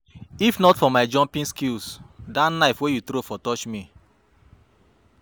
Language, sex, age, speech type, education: Nigerian Pidgin, male, 30-45, spontaneous, tertiary